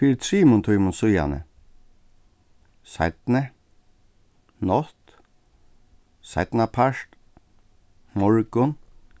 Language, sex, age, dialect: Faroese, male, 36-60, Suðurstreymoy